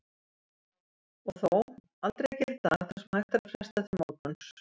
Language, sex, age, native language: Icelandic, female, 70-79, Icelandic